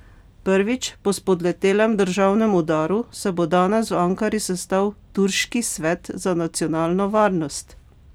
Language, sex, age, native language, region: Slovenian, female, 50-59, Slovenian, Pomurje region